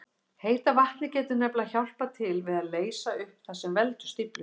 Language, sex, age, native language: Icelandic, female, 60-69, Icelandic